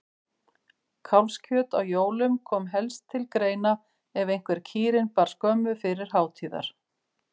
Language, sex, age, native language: Icelandic, female, 50-59, Icelandic